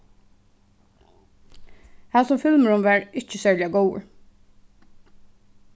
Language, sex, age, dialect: Faroese, female, 15-35, Suðuroy